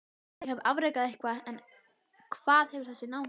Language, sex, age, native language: Icelandic, female, 11, Icelandic